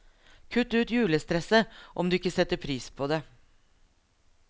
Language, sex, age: Norwegian, female, 42